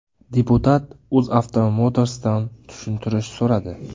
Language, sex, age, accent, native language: Uzbek, male, 18-24, Samarqand, Uzbek